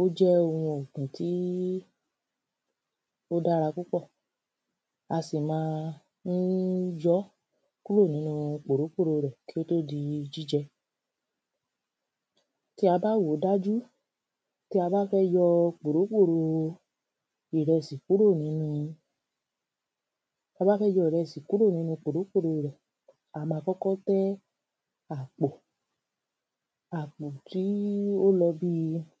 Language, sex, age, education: Yoruba, female, 30-45, tertiary